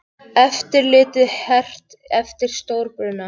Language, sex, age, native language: Icelandic, male, 18-19, Icelandic